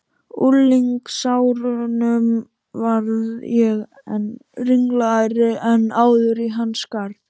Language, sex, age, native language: Icelandic, male, 12, Icelandic